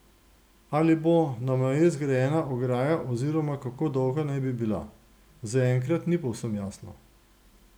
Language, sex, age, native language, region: Slovenian, male, 60+, Slovenian, Gorenjska region